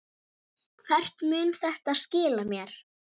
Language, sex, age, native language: Icelandic, female, 7, Icelandic